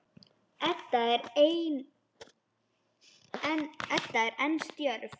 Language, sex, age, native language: Icelandic, female, 10, Icelandic